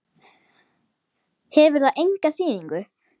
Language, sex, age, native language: Icelandic, female, 10, Icelandic